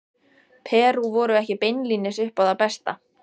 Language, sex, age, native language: Icelandic, female, 14, Icelandic